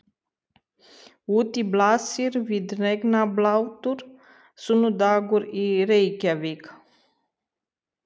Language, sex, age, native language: Icelandic, female, 30-39, Romanian